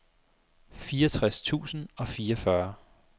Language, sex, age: Danish, male, 25